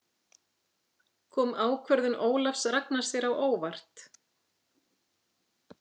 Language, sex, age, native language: Icelandic, female, 50-59, Icelandic